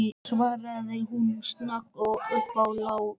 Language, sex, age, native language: Icelandic, male, 14, Icelandic